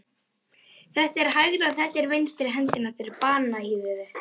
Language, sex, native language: Icelandic, male, Icelandic